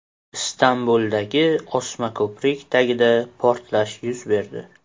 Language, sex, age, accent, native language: Uzbek, male, 18-24, Qashqadaryo, Uzbek